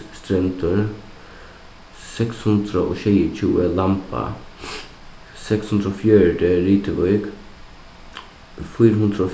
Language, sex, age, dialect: Faroese, male, 15-35, Suðuroy